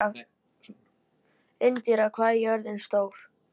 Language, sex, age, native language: Icelandic, male, 11, Icelandic